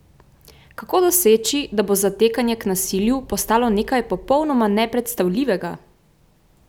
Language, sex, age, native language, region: Slovenian, female, 18-29, Slovenian, Central Slovenia